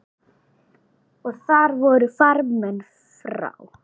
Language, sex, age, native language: Icelandic, male, 8, Icelandic